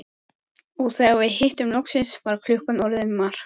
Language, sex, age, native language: Icelandic, female, 14, Icelandic